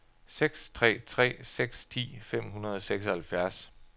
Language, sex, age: Danish, male, 33